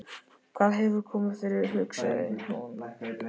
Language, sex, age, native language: Icelandic, male, 13, Icelandic